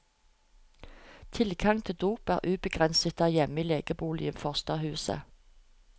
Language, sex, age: Norwegian, female, 45